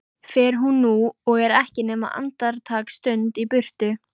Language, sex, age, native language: Icelandic, female, 14, Icelandic